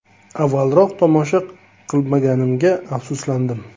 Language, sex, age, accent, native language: Uzbek, male, 25-34, Toshkent viloyati, Uzbek